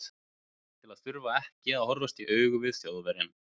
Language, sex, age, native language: Icelandic, male, 20-29, Icelandic